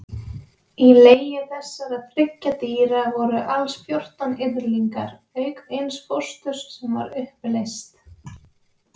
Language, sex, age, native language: Icelandic, female, 20-29, Icelandic